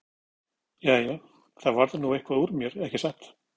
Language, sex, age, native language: Icelandic, male, 50-59, Icelandic